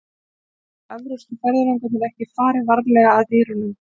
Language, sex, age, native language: Icelandic, female, 20-29, Icelandic